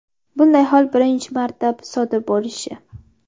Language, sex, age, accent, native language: Uzbek, female, 12-17, Andijon, Uzbek